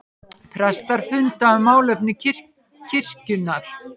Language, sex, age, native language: Icelandic, female, 50-59, Icelandic